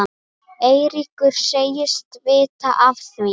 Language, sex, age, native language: Icelandic, female, 8, Icelandic